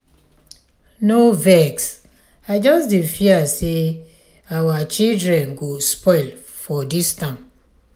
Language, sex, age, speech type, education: Nigerian Pidgin, female, 46-60, spontaneous, tertiary